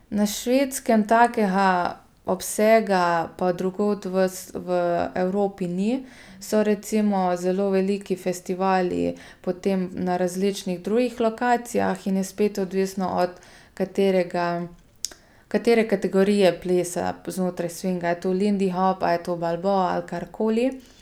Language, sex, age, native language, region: Slovenian, female, 30-49, Slovenian, Gorica region